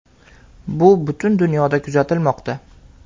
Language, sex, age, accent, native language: Uzbek, male, 18-24, Andijon, Uzbek